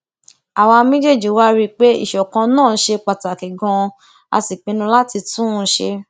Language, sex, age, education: Yoruba, female, 15-29, tertiary